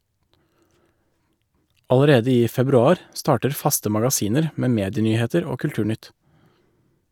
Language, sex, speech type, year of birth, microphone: Norwegian, male, read, 1984, Shure